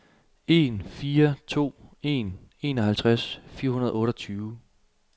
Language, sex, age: Danish, male, 27